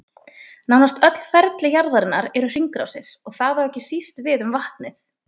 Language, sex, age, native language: Icelandic, female, 20-29, Icelandic